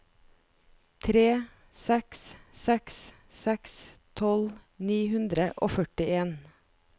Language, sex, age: Norwegian, female, 41